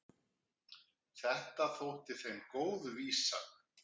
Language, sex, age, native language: Icelandic, male, 50-59, Icelandic